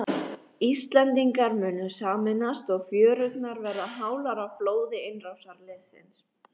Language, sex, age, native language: Icelandic, female, 13, Icelandic